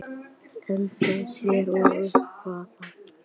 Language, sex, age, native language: Icelandic, female, 11, Icelandic